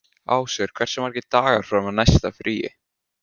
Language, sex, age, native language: Icelandic, male, 15, Icelandic